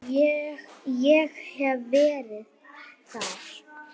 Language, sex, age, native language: Icelandic, female, 9, Icelandic